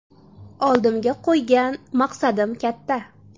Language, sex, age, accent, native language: Uzbek, female, 18-24, Samarqand, Uzbek